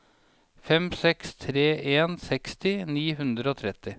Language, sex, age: Norwegian, male, 37